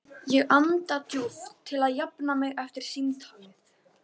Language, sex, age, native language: Icelandic, female, 12, Icelandic